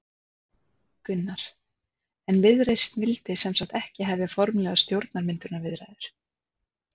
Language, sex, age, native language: Icelandic, female, 30-39, Icelandic